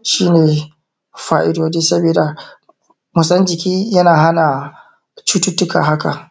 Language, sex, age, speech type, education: Hausa, male, 30-45, spontaneous, tertiary